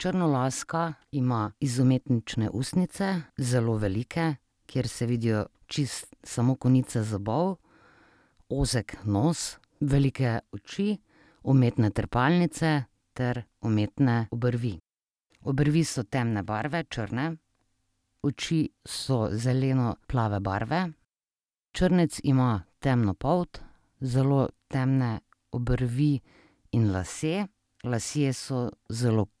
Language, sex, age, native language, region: Slovenian, female, 30-49, Slovenian, Drava region